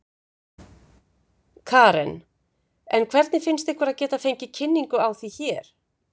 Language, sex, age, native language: Icelandic, female, 50-59, Icelandic